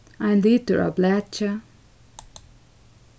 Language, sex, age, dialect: Faroese, female, 15-35, Suðurstreymoy